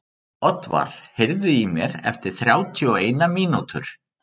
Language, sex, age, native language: Icelandic, male, 30-39, Icelandic